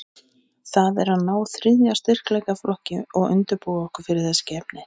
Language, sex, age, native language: Icelandic, male, 20-29, Icelandic